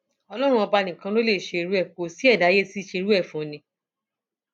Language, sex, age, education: Yoruba, female, 30-45, tertiary